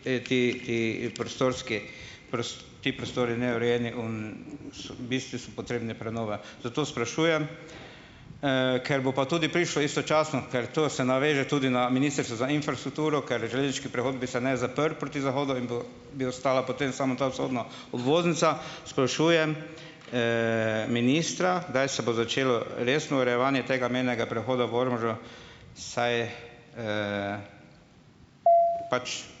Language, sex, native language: Slovenian, male, Slovenian